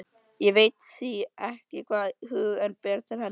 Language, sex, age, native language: Icelandic, male, 13, Icelandic